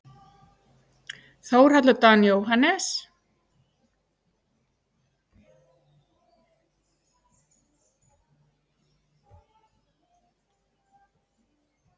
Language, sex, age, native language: Icelandic, female, 60-69, Icelandic